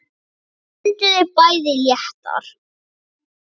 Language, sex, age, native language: Icelandic, female, 9, Icelandic